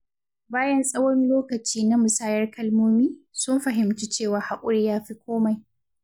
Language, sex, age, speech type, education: Hausa, female, 15-29, read, secondary